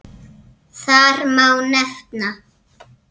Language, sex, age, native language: Icelandic, female, 7, Icelandic